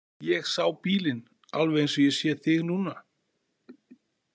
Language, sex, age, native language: Icelandic, male, 40-49, Icelandic